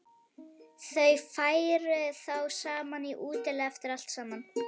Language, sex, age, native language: Icelandic, female, 11, Icelandic